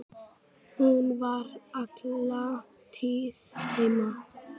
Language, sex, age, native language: Icelandic, female, 9, Icelandic